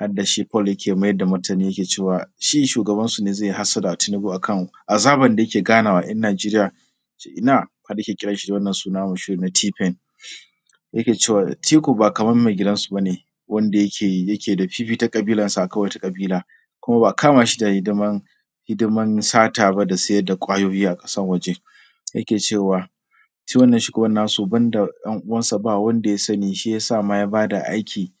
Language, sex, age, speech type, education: Hausa, male, 30-45, spontaneous, secondary